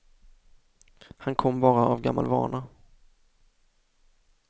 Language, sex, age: Swedish, male, 24